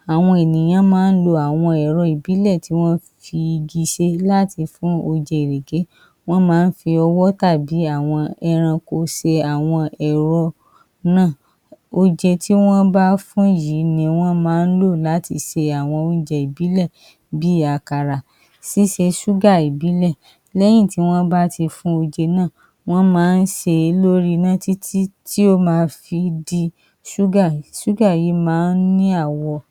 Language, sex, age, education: Yoruba, female, 30-45, tertiary